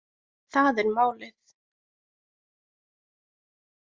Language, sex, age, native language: Icelandic, female, 20-29, Icelandic